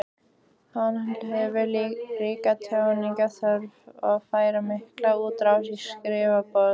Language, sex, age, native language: Icelandic, female, 15, Icelandic